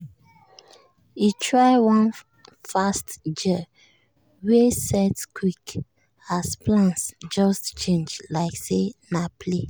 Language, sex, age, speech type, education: Nigerian Pidgin, female, 30-45, spontaneous, tertiary